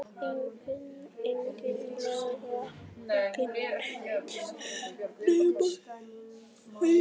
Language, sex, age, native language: Icelandic, male, 11, Icelandic